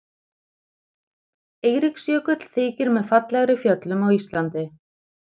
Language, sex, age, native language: Icelandic, female, 40-49, Icelandic